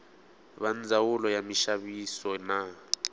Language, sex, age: Tsonga, male, 18